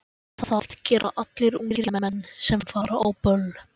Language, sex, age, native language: Icelandic, male, 14, Icelandic